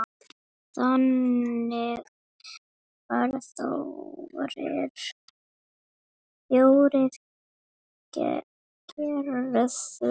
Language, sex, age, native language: Icelandic, female, 8, Icelandic